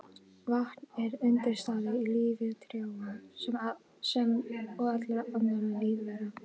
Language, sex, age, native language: Icelandic, female, 18-19, Icelandic